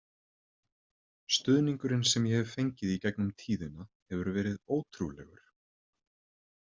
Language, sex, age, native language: Icelandic, male, 30-39, Icelandic